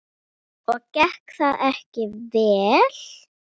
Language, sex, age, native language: Icelandic, female, 9, Icelandic